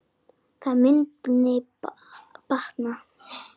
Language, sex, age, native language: Icelandic, female, 9, Icelandic